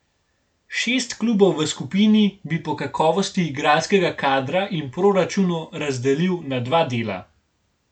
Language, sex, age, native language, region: Slovenian, male, 18-29, Slovenian, Gorenjska region